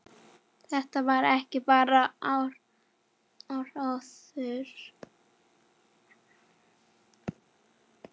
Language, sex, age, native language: Icelandic, female, 10, Icelandic